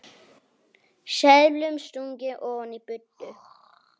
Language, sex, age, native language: Icelandic, male, 8, Icelandic